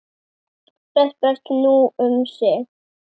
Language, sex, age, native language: Icelandic, male, 7, Icelandic